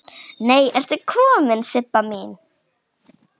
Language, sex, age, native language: Icelandic, female, 9, Icelandic